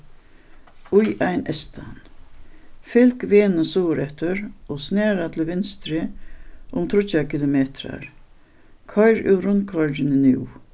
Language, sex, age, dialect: Faroese, female, 61+, Suðuroy